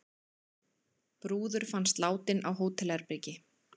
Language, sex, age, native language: Icelandic, female, 30-39, Icelandic